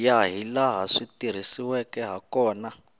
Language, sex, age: Tsonga, male, 19